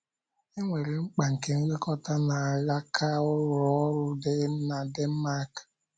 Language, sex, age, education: Igbo, male, 15-29, secondary